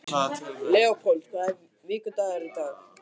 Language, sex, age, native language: Icelandic, male, 15, Icelandic